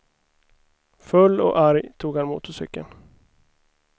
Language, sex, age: Swedish, male, 29